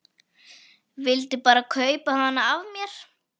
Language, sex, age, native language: Icelandic, female, 11, Icelandic